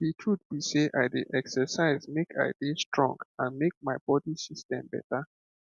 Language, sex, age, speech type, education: Nigerian Pidgin, male, 15-29, spontaneous, tertiary